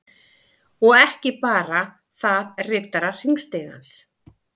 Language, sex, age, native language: Icelandic, female, 50-59, Icelandic